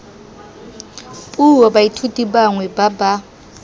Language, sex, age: Tswana, female, 19